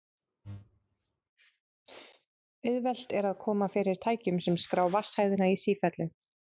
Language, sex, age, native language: Icelandic, female, 30-39, Icelandic